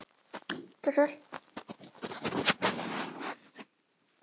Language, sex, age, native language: Icelandic, female, 11, Icelandic